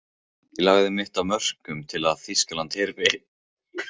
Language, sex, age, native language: Icelandic, male, 15, Icelandic